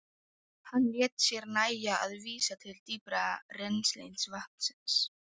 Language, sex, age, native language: Icelandic, female, 12, Polish